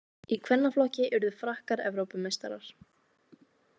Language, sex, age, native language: Icelandic, female, 18-19, Icelandic